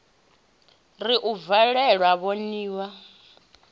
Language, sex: Venda, female